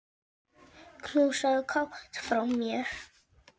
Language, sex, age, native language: Icelandic, female, 7, Icelandic